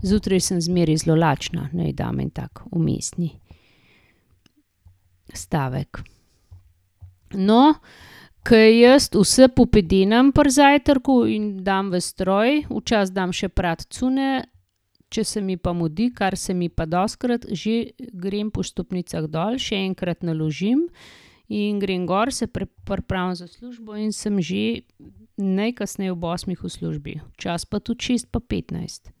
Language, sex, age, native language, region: Slovenian, female, 50-59, Slovenian, Gorenjska region